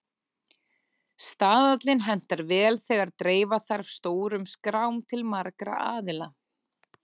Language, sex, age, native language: Icelandic, female, 30-39, Icelandic